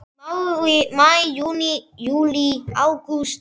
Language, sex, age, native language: Icelandic, male, 10, Icelandic